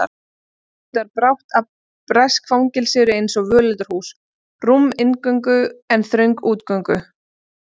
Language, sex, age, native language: Icelandic, female, 20-29, Icelandic